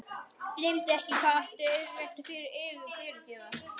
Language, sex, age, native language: Icelandic, other, 12, Icelandic